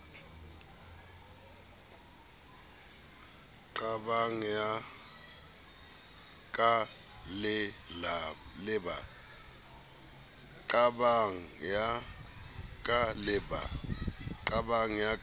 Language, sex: Southern Sotho, male